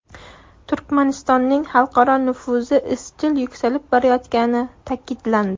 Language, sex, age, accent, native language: Uzbek, female, 18-24, Surxondaryo, Uzbek